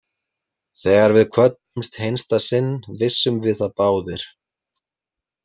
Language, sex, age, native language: Icelandic, male, 30-39, Icelandic